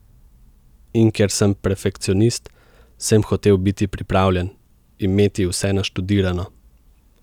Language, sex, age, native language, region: Slovenian, male, 18-29, Slovenian, Central Slovenia